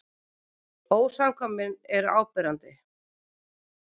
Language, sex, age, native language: Icelandic, female, 40-49, Icelandic